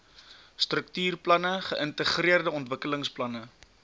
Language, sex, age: Afrikaans, male, 20